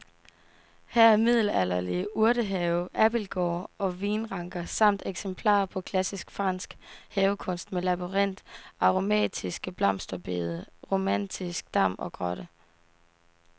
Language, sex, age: Danish, female, 18